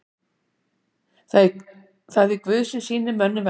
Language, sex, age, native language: Icelandic, female, 60-69, Icelandic